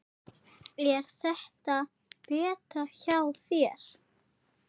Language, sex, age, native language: Icelandic, female, 8, Icelandic